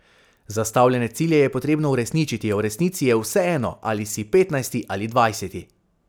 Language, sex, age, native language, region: Slovenian, male, 18-29, Slovenian, Savinja region